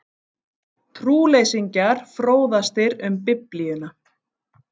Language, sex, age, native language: Icelandic, female, 50-59, Icelandic